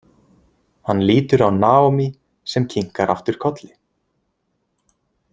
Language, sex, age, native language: Icelandic, male, 20-29, Icelandic